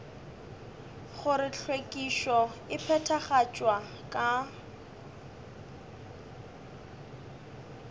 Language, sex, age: Northern Sotho, male, 21